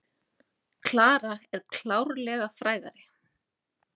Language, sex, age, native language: Icelandic, female, 30-39, Icelandic